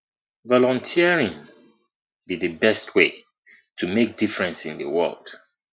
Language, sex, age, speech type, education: Nigerian Pidgin, male, 30-45, spontaneous, tertiary